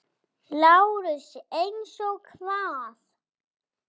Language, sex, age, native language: Icelandic, female, 5, English